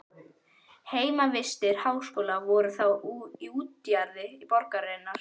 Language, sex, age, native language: Icelandic, female, 11, Icelandic